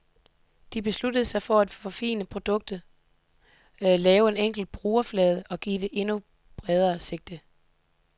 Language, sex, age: Danish, female, 18